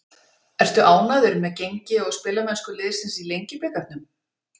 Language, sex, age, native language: Icelandic, female, 50-59, Icelandic